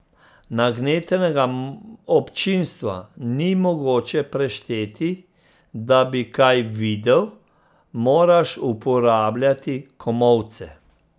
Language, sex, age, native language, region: Slovenian, male, 50-59, Slovenian, Central Slovenia